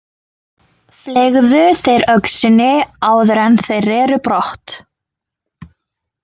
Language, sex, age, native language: Icelandic, female, 20-29, Icelandic